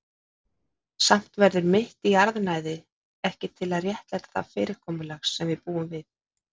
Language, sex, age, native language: Icelandic, female, 50-59, Icelandic